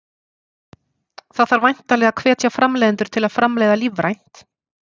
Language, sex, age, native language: Icelandic, female, 40-49, Icelandic